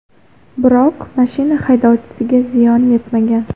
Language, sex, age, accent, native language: Uzbek, female, under 19, Xorazm, Uzbek